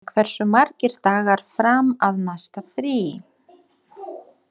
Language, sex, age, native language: Icelandic, female, 30-39, Polish